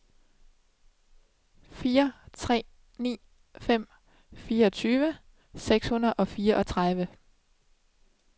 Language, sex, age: Danish, female, 27